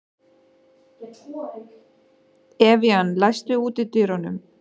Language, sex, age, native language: Icelandic, male, 12, Danish